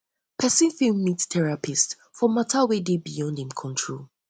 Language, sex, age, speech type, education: Nigerian Pidgin, female, 15-29, spontaneous, tertiary